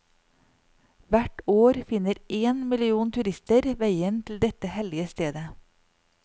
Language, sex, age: Norwegian, female, 40